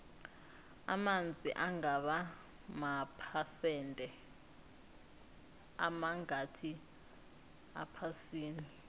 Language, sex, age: South Ndebele, female, 19